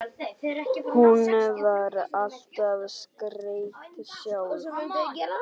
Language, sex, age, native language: Icelandic, male, 8, Icelandic